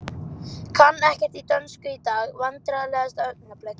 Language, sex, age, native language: Icelandic, male, 11, Icelandic